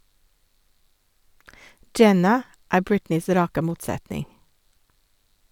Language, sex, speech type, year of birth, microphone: Norwegian, female, read, 1956, Sennheiser